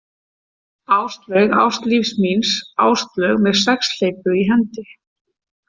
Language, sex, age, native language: Icelandic, female, 50-59, Icelandic